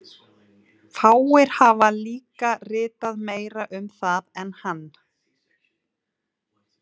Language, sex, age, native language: Icelandic, female, 40-49, Icelandic